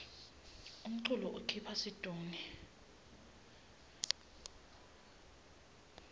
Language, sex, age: Swati, female, 19